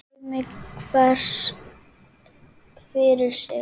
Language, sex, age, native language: Icelandic, female, 8, Icelandic